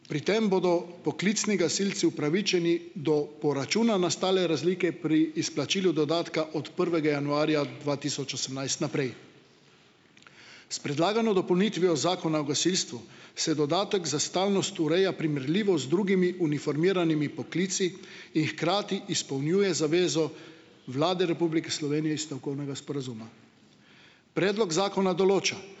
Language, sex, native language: Slovenian, male, Slovenian